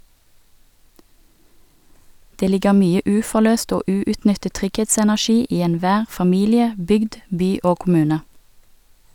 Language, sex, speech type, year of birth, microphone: Norwegian, female, read, 1969, Sennheiser